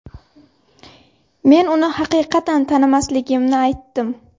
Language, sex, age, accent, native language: Uzbek, female, 18-24, Xorazm, Uzbek